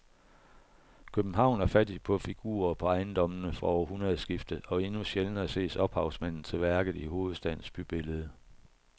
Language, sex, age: Danish, male, 41